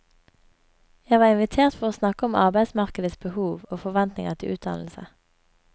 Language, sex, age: Norwegian, female, 24